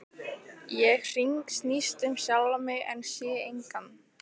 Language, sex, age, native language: Icelandic, female, 15, Icelandic